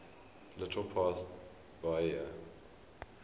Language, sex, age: English, male, 23